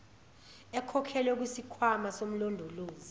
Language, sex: Zulu, female